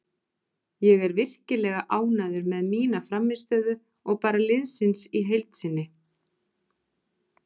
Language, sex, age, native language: Icelandic, female, 40-49, Icelandic